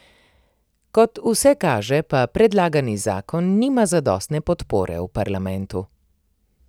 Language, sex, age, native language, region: Slovenian, female, 30-49, Slovenian, Primorsko-notranjska region